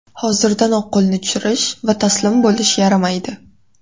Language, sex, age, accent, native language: Uzbek, female, 18-24, Toshkent shahri, Uzbek